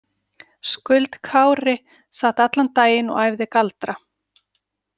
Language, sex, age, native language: Icelandic, female, 40-49, Icelandic